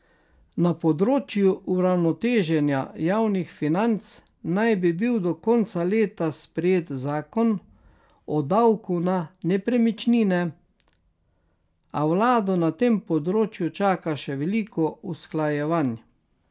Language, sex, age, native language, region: Slovenian, male, 60+, Slovenian, Carinthia region